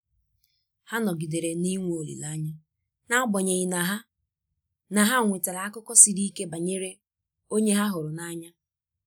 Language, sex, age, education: Igbo, female, 30-45, tertiary